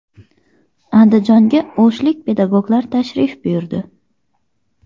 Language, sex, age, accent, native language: Uzbek, female, 25-34, Xorazm, Uzbek